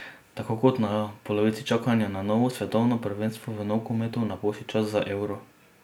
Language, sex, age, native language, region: Slovenian, male, 18-29, Slovenian, Drava region